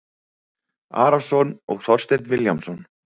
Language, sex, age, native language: Icelandic, male, 30-39, Icelandic